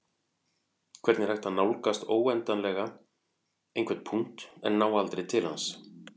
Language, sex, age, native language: Icelandic, male, 40-49, Icelandic